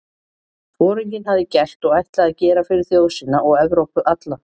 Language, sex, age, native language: Icelandic, female, 40-49, Icelandic